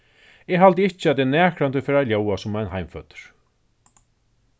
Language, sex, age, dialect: Faroese, male, 36-60, Suðurstreymoy